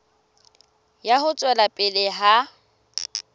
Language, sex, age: Southern Sotho, female, 18